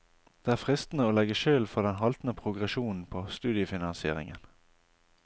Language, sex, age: Norwegian, male, 28